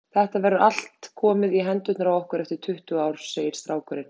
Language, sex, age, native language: Icelandic, female, 30-39, Icelandic